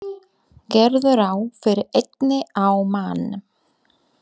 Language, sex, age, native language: Icelandic, female, 30-39, Polish